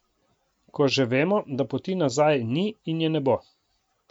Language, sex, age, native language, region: Slovenian, male, 50-59, Slovenian, Coastal Karst region